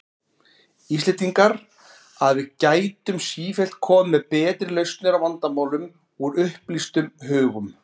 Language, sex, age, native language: Icelandic, male, 40-49, Icelandic